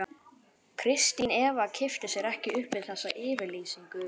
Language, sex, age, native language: Icelandic, male, 11, Icelandic